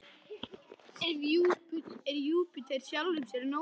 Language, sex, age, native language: Icelandic, male, 10, Icelandic